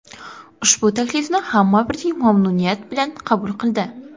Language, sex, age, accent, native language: Uzbek, female, under 19, Qoraqalpog'iston, Karakalpak